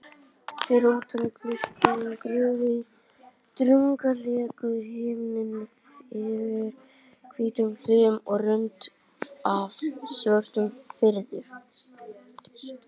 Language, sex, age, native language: Icelandic, male, 18-19, Icelandic